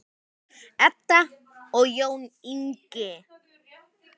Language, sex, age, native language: Icelandic, male, 10, Icelandic